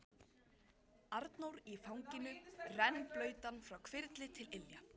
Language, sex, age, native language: Icelandic, female, 13, Icelandic